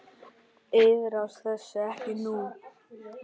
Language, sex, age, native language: Icelandic, male, 9, Icelandic